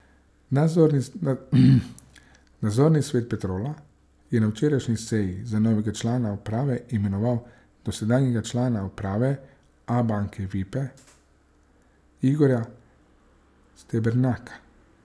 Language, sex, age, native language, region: Slovenian, male, 30-49, Slovenian, Savinja region